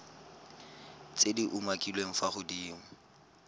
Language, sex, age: Tswana, male, 22